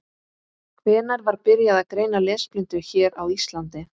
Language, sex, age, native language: Icelandic, female, 20-29, Icelandic